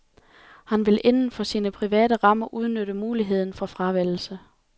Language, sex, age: Danish, female, 28